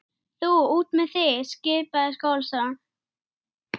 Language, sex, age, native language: Icelandic, male, 9, Icelandic